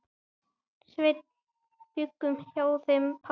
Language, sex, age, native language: Icelandic, male, 9, Icelandic